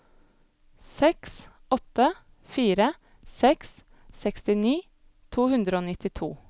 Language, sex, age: Norwegian, female, 25